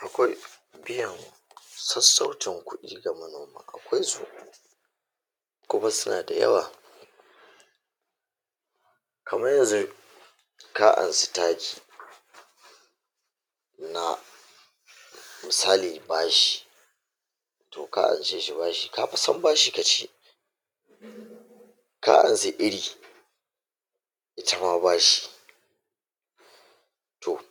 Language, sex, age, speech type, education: Hausa, male, 46-60, spontaneous, tertiary